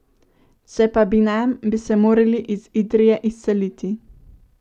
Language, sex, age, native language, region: Slovenian, female, 18-29, Slovenian, Central Slovenia